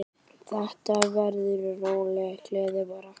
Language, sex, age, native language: Icelandic, male, 10, Icelandic